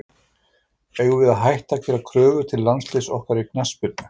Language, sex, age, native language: Icelandic, male, 40-49, Icelandic